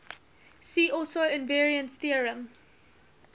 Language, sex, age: English, female, 19